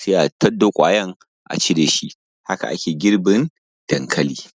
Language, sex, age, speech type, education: Hausa, male, 15-29, spontaneous, primary